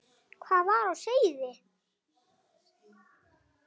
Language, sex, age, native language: Icelandic, male, 7, Icelandic